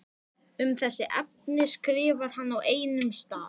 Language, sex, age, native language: Icelandic, male, 11, Icelandic